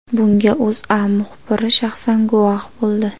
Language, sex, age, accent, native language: Uzbek, female, 18-24, Jizzax, Uzbek